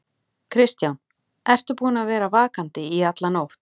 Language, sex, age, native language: Icelandic, female, 40-49, Icelandic